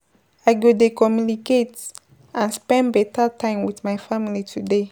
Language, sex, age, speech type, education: Nigerian Pidgin, female, 15-29, spontaneous, tertiary